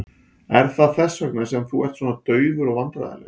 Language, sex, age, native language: Icelandic, male, 40-49, Icelandic